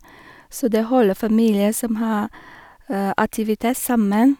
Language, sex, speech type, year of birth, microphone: Norwegian, female, spontaneous, 1973, Shure